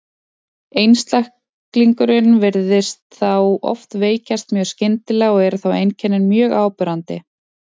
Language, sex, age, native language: Icelandic, female, 20-29, Icelandic